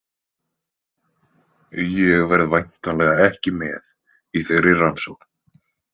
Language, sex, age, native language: Icelandic, male, 20-29, Icelandic